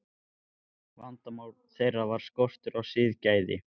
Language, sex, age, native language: Icelandic, male, 14, Icelandic